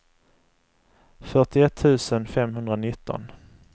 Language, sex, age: Swedish, male, 35